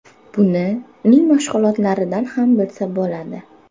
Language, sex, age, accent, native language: Uzbek, female, 18-24, Farg'ona, Uzbek